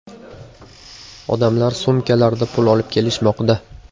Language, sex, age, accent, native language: Uzbek, male, 18-24, Andijon, Uzbek